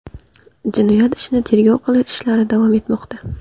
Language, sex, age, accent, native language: Uzbek, female, 18-24, Qashqadaryo, Uzbek